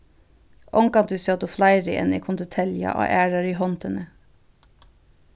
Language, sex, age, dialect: Faroese, female, 36-60, Vágar